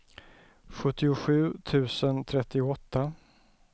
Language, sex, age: Swedish, male, 34